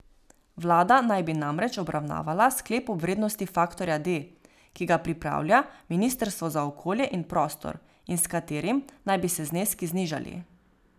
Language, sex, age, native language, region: Slovenian, female, 18-29, Slovenian, Savinja region